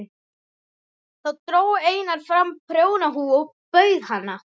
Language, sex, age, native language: Icelandic, male, 11, Icelandic